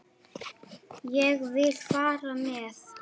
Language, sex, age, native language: Icelandic, male, 9, Icelandic